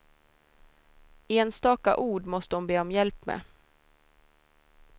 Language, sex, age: Swedish, female, 26